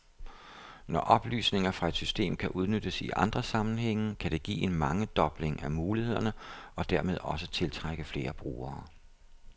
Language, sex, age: Danish, male, 57